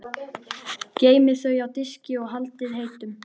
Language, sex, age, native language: Icelandic, female, 13, Icelandic